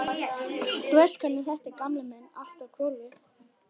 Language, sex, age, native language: Icelandic, male, 11, Icelandic